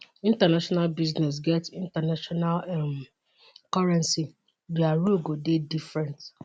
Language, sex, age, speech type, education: Nigerian Pidgin, female, 30-45, spontaneous, tertiary